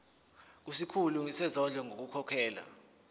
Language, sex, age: Zulu, male, 19